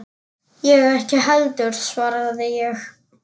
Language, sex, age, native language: Icelandic, male, 10, Icelandic